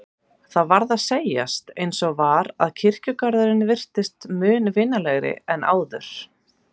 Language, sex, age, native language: Icelandic, female, 30-39, Icelandic